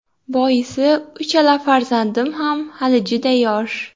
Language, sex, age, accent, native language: Uzbek, female, 18-24, Xorazm, Uzbek